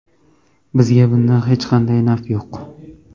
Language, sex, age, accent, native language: Uzbek, male, 18-24, Namangan, Uzbek